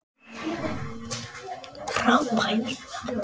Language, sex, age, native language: Icelandic, male, 6, Icelandic